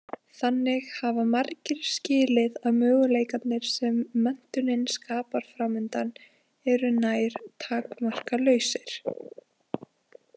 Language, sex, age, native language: Icelandic, female, 20-29, Icelandic